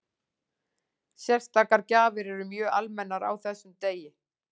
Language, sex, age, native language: Icelandic, female, 40-49, Icelandic